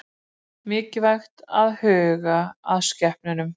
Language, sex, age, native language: Icelandic, female, 40-49, Icelandic